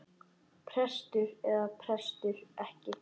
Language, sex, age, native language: Icelandic, male, 10, Icelandic